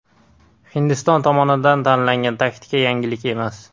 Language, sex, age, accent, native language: Uzbek, male, 18-24, Andijon, Uzbek